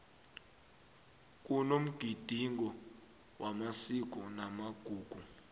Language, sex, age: South Ndebele, male, 21